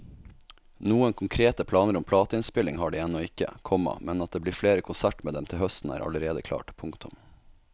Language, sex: Norwegian, male